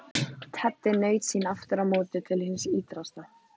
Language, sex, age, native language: Icelandic, female, 14, Icelandic